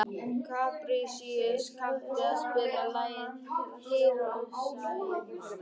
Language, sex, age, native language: Icelandic, other, 18-19, Icelandic